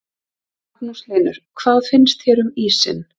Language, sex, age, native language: Icelandic, female, 30-39, Icelandic